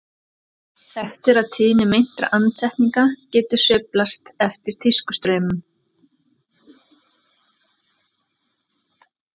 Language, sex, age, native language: Icelandic, female, 40-49, Icelandic